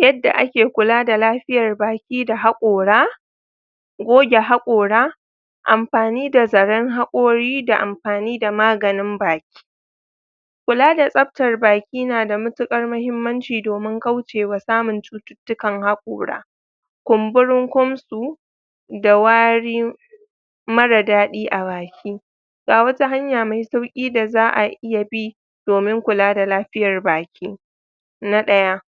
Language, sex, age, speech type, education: Hausa, female, 30-45, spontaneous, tertiary